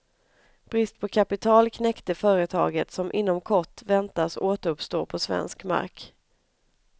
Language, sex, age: Swedish, female, 31